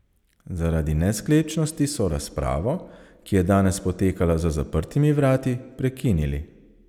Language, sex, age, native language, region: Slovenian, male, 30-49, Slovenian, Savinja region